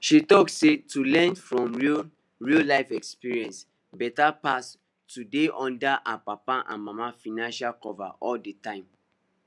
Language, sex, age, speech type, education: Nigerian Pidgin, male, 15-29, spontaneous, tertiary